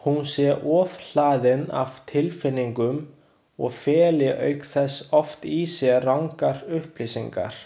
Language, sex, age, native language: Icelandic, male, 20-29, Chinese